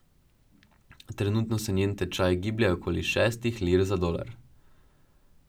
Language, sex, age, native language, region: Slovenian, male, 12-17, Slovenian, Drava region